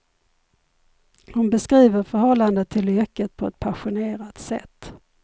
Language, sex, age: Swedish, female, 51